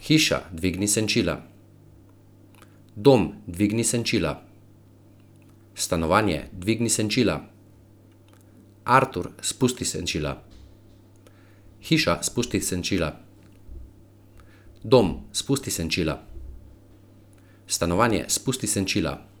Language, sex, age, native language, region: Slovenian, male, 30-49, Slovenian, Central Slovenia